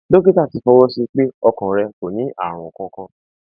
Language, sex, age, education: Yoruba, male, 15-29, tertiary